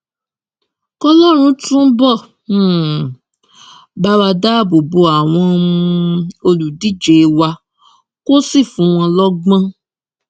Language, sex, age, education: Yoruba, female, 15-29, tertiary